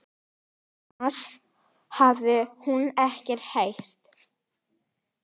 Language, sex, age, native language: Icelandic, female, 10, Icelandic